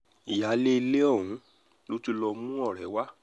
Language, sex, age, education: Yoruba, male, 30-45, tertiary